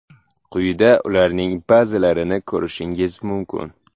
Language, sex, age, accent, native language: Uzbek, male, 18-24, Samarqand, Uzbek